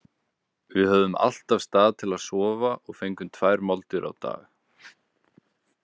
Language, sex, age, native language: Icelandic, male, 20-29, Icelandic